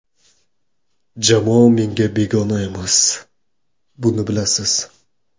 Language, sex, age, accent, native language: Uzbek, male, 18-24, Qoraqalpog'iston, Karakalpak